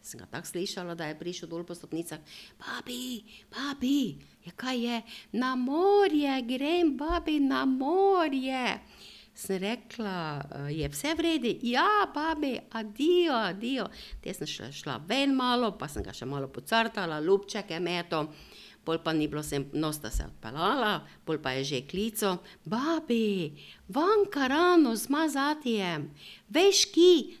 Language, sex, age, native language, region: Slovenian, female, 60+, Slovenian, Drava region